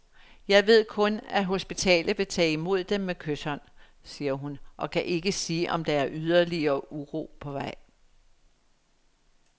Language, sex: Danish, female